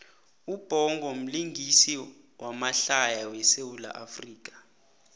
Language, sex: South Ndebele, male